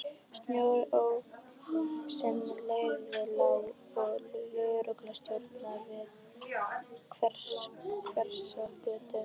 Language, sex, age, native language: Icelandic, female, 11, Icelandic